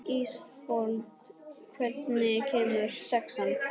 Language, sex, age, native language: Icelandic, male, 18-19, Icelandic